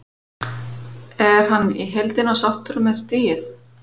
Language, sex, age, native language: Icelandic, female, 50-59, Icelandic